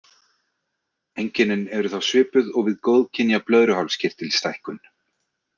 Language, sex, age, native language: Icelandic, male, 30-39, Icelandic